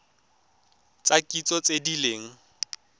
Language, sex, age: Tswana, male, 23